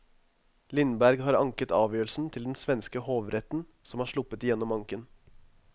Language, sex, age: Norwegian, male, 21